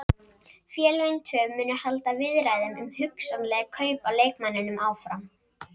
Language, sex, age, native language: Icelandic, female, 30-39, Icelandic